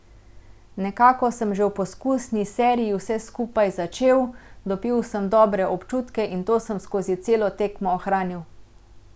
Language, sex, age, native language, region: Slovenian, female, 30-49, Slovenian, Central Slovenia